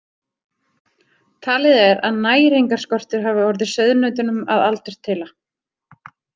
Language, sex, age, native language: Icelandic, female, 30-39, Icelandic